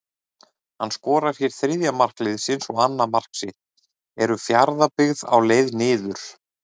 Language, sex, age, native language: Icelandic, male, 30-39, Icelandic